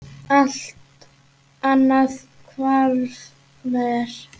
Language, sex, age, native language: Icelandic, male, 8, Icelandic